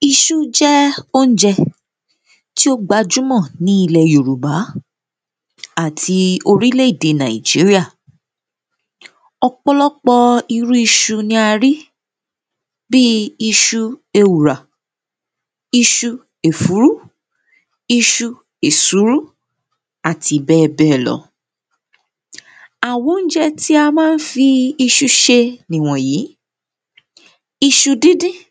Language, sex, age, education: Yoruba, female, 30-45, secondary